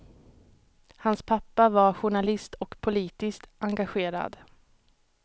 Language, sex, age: Swedish, female, 31